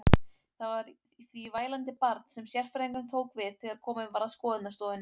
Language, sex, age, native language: Icelandic, female, 18-19, Icelandic